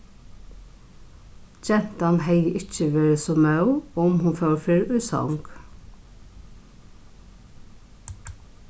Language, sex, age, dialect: Faroese, female, 36-60, Norðurstreymoy/Eysturoy